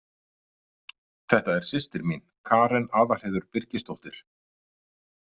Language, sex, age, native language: Icelandic, male, 50-59, Icelandic